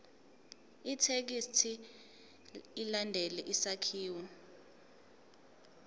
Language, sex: Zulu, female